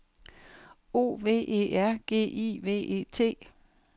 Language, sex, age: Danish, female, 58